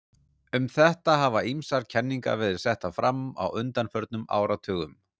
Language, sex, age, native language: Icelandic, male, 40-49, Icelandic